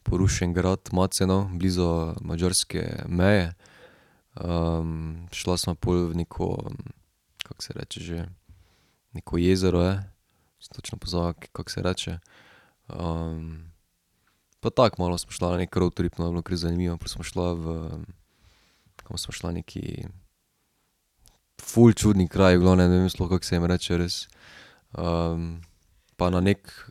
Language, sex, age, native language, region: Slovenian, male, 18-29, Slovenian, Drava region